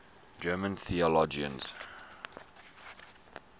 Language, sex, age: English, male, 21